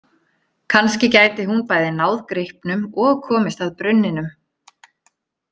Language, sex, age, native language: Icelandic, female, 30-39, Icelandic